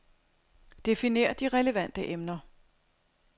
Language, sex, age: Danish, female, 42